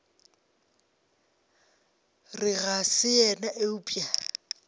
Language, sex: Northern Sotho, female